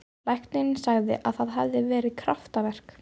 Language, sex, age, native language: Icelandic, female, 12, Icelandic